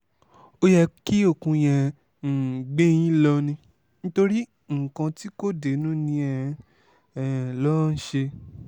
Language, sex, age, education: Yoruba, male, 15-29, tertiary